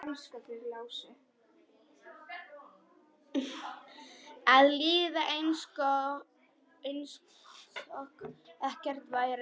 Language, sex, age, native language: Icelandic, female, 10, Polish